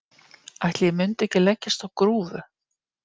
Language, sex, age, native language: Icelandic, female, 50-59, Icelandic